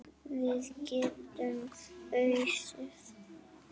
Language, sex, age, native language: Icelandic, female, 7, Icelandic